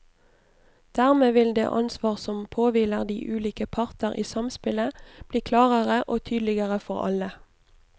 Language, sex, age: Norwegian, female, 29